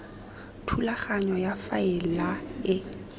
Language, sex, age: Tswana, female, 21